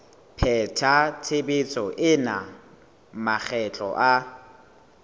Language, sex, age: Southern Sotho, male, 18